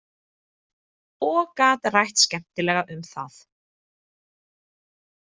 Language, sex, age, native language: Icelandic, female, 30-39, Icelandic